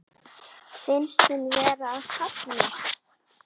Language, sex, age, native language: Icelandic, female, 8, Icelandic